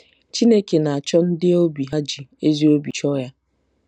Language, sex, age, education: Igbo, female, 15-29, tertiary